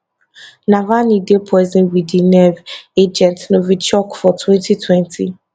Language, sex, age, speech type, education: Nigerian Pidgin, female, 15-29, spontaneous, tertiary